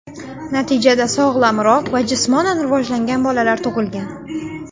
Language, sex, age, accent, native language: Uzbek, female, 19-29, Xorazm, Uzbek